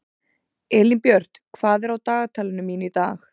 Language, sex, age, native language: Icelandic, female, 30-39, Icelandic